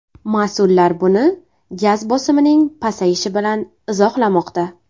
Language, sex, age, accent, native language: Uzbek, female, 18-24, Navoiy, Uzbek